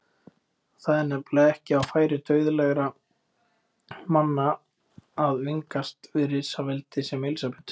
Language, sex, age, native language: Icelandic, male, 20-29, Icelandic